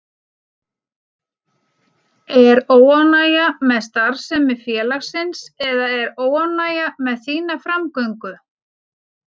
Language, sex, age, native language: Icelandic, female, 40-49, Icelandic